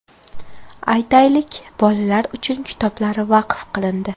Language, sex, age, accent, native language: Uzbek, female, 18-24, Farg'ona, Uzbek